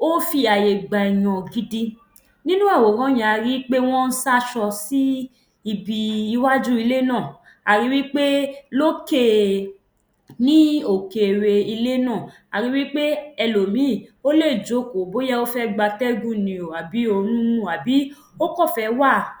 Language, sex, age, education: Yoruba, female, 15-29, tertiary